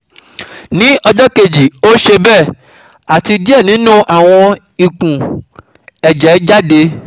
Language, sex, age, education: Yoruba, male, 15-29, tertiary